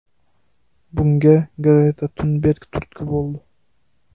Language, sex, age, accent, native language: Uzbek, male, 25-34, Namangan, Uzbek